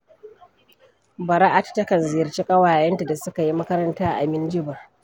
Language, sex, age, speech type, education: Hausa, female, 46-60, read, primary